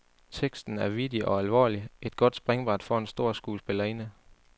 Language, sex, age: Danish, male, 18